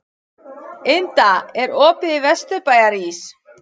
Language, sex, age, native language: Icelandic, female, 40-49, Icelandic